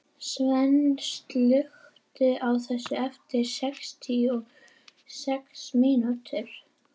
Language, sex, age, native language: Icelandic, female, 11, Icelandic